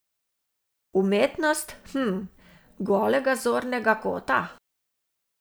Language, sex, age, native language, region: Slovenian, female, 60+, Slovenian, Savinja region